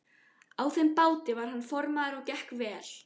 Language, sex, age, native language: Icelandic, female, 14, Icelandic